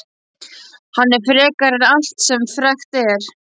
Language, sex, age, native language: Icelandic, male, 12, Icelandic